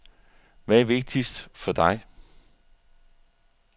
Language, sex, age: Danish, male, 41